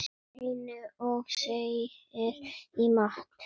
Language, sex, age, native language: Icelandic, female, 9, Icelandic